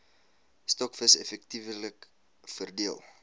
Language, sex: Afrikaans, male